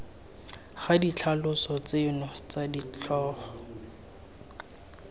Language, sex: Tswana, male